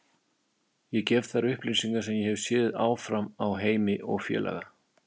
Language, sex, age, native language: Icelandic, male, 50-59, Icelandic